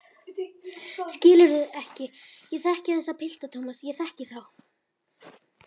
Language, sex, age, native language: Icelandic, female, 11, Icelandic